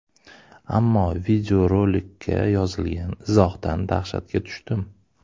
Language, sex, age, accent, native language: Uzbek, male, 25-34, Toshkent shahri, Uzbek